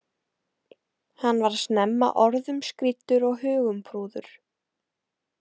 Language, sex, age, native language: Icelandic, female, 18-19, Icelandic